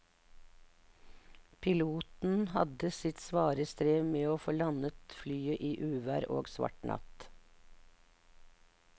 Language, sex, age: Norwegian, female, 59